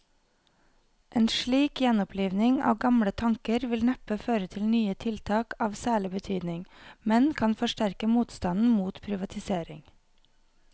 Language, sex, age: Norwegian, female, 28